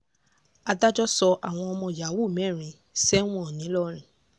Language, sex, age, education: Yoruba, female, 15-29, tertiary